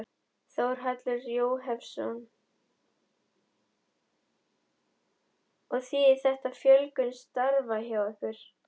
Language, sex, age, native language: Icelandic, female, 11, Icelandic